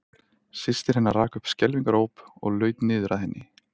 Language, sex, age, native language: Icelandic, male, 30-39, Icelandic